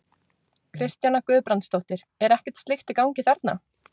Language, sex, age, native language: Icelandic, female, 20-29, Icelandic